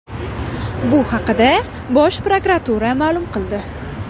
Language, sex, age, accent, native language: Uzbek, female, 18-24, Farg'ona, Uzbek